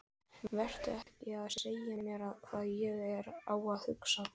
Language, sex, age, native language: Icelandic, male, 11, Icelandic